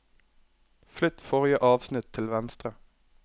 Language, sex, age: Norwegian, male, 21